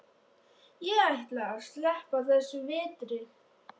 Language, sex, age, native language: Icelandic, male, 13, Icelandic